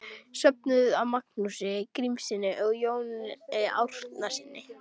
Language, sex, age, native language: Icelandic, female, 12, Icelandic